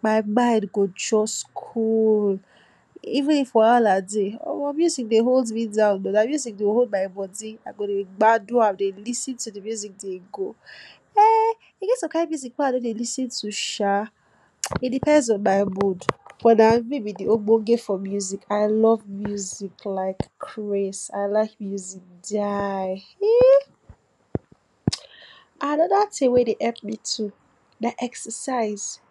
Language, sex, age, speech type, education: Nigerian Pidgin, female, 46-60, spontaneous, tertiary